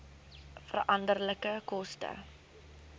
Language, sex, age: Afrikaans, female, 19